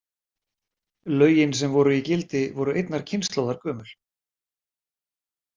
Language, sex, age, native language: Icelandic, male, 40-49, Icelandic